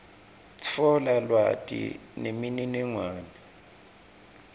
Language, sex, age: Swati, male, 26